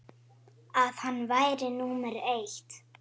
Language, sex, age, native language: Icelandic, female, 8, Icelandic